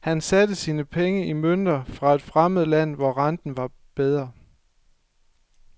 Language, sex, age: Danish, male, 24